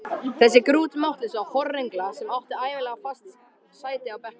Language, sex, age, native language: Icelandic, male, 13, Icelandic